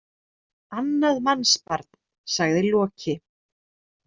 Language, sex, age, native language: Icelandic, female, 30-39, Icelandic